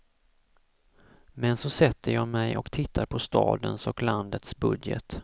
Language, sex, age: Swedish, male, 34